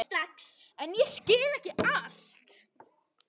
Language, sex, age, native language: Icelandic, female, 10, Icelandic